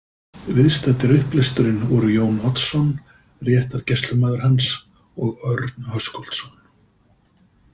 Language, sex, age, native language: Icelandic, male, 50-59, Icelandic